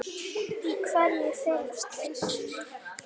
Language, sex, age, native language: Icelandic, female, 9, Icelandic